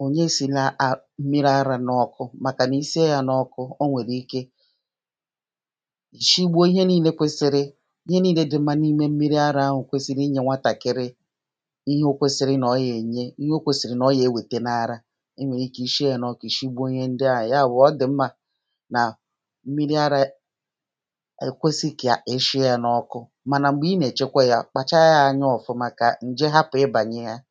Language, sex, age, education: Igbo, female, 30-45, primary